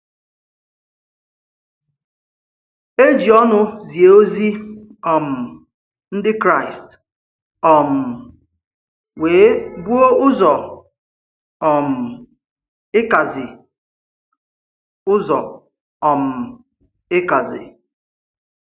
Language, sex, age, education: Igbo, male, 30-45, tertiary